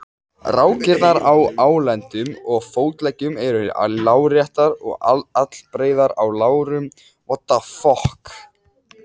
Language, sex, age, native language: Icelandic, male, 18-19, Icelandic